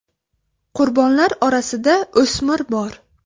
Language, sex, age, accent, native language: Uzbek, female, 18-24, Buxoro, Uzbek